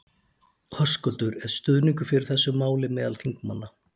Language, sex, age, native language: Icelandic, male, 40-49, Icelandic